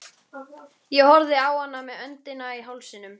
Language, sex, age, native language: Icelandic, female, 13, Icelandic